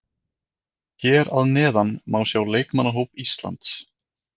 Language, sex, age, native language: Icelandic, male, 20-29, Icelandic